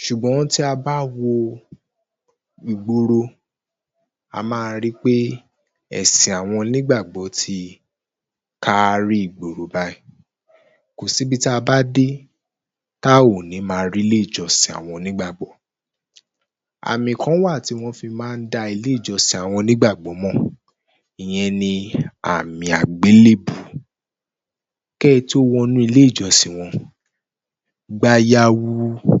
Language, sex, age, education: Yoruba, male, 15-29, tertiary